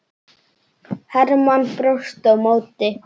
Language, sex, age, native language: Icelandic, male, 9, Icelandic